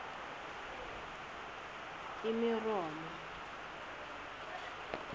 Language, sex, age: Zulu, female, 19